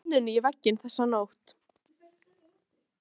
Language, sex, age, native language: Icelandic, female, 13, Icelandic